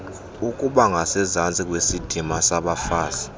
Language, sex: Xhosa, male